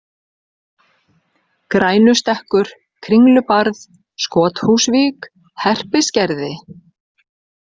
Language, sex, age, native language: Icelandic, female, 60-69, Icelandic